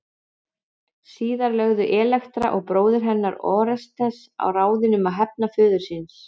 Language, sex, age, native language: Icelandic, female, 40-49, Icelandic